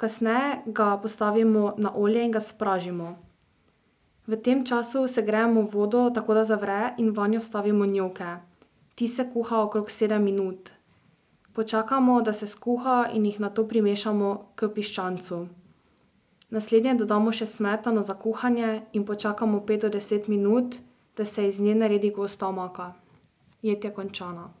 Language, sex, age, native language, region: Slovenian, female, 12-17, Slovenian, Drava region